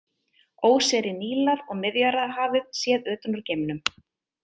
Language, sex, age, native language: Icelandic, female, 30-39, Icelandic